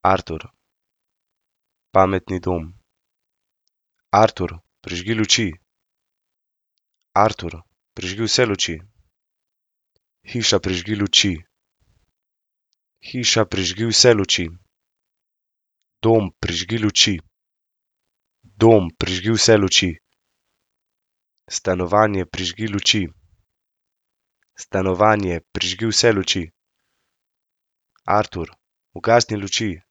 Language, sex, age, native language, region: Slovenian, male, 18-29, Slovenian, Central Slovenia